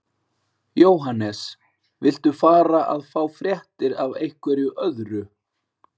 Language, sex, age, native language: Icelandic, male, 40-49, Icelandic